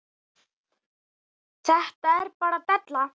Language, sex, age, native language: Icelandic, male, 8, Icelandic